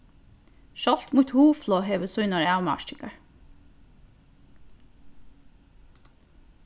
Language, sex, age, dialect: Faroese, female, 15-35, Norðurstreymoy/Eysturoy